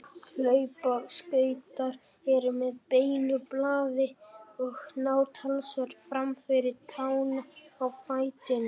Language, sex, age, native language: Icelandic, female, 18-19, Icelandic